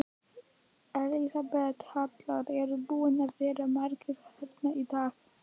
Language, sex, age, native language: Icelandic, male, 11, Icelandic